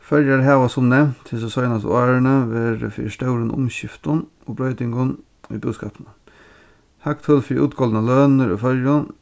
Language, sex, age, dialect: Faroese, male, 36-60, Norðurstreymoy/Eysturoy